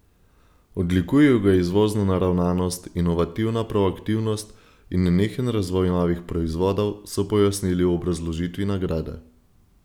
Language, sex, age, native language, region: Slovenian, male, 18-29, Slovenian, Gorenjska region